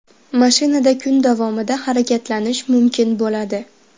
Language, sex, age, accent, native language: Uzbek, female, 12-17, Farg'ona, Uzbek